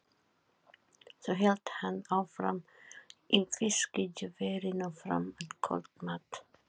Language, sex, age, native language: Icelandic, female, 40-49, Filipino